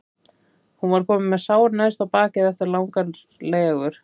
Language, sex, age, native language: Icelandic, female, 30-39, Icelandic